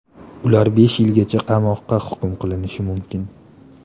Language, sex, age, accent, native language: Uzbek, male, 18-24, Namangan, Uzbek